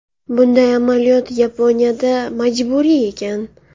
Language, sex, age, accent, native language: Uzbek, female, 18-24, Navoiy, Uzbek